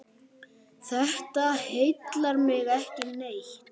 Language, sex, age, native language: Icelandic, male, 8, Icelandic